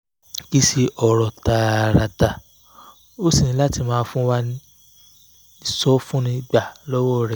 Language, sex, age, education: Yoruba, male, 15-29, tertiary